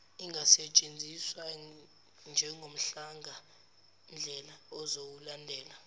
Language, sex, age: Zulu, female, 17